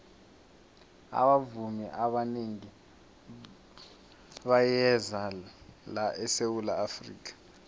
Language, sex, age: South Ndebele, male, 21